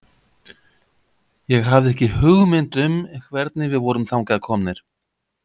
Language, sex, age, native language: Icelandic, male, 50-59, Icelandic